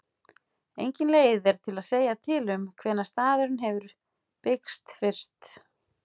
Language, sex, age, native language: Icelandic, female, 40-49, Icelandic